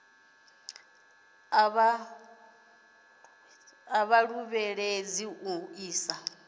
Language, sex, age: Venda, female, 30